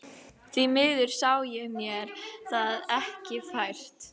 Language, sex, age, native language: Icelandic, female, 11, Icelandic